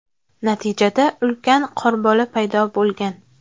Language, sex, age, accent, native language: Uzbek, female, 19-29, Farg'ona, Uzbek